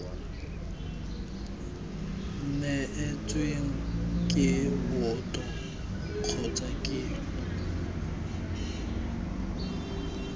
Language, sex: Tswana, male